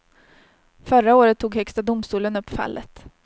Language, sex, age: Swedish, female, 30